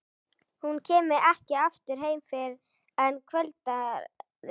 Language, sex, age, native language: Icelandic, female, 11, Icelandic